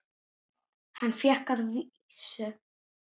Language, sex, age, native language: Icelandic, female, 9, Icelandic